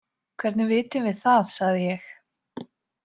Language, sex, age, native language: Icelandic, female, 20-29, Icelandic